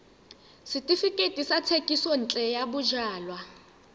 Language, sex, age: Tswana, female, 18